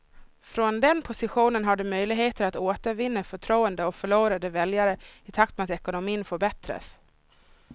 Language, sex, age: Swedish, female, 26